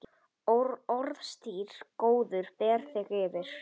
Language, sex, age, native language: Icelandic, male, 9, Icelandic